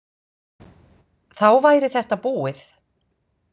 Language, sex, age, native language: Icelandic, female, 50-59, Icelandic